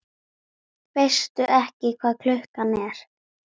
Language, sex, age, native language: Icelandic, female, 10, Icelandic